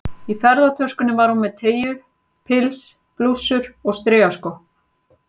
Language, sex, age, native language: Icelandic, female, 40-49, Icelandic